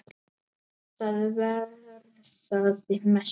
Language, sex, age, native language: Icelandic, male, 8, Icelandic